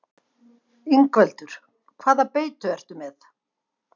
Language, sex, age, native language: Icelandic, female, 50-59, Icelandic